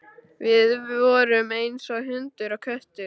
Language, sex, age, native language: Icelandic, male, 12, Icelandic